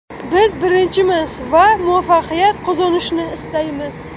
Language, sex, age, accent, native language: Uzbek, female, 25-34, Qashqadaryo, Uzbek